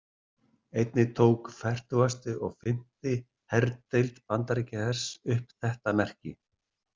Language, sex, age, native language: Icelandic, male, 60-69, Icelandic